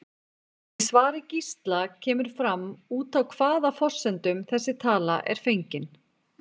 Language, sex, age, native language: Icelandic, female, 40-49, Icelandic